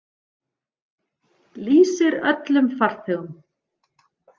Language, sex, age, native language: Icelandic, female, 40-49, Icelandic